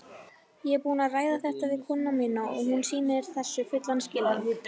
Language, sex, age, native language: Icelandic, female, 18-19, Icelandic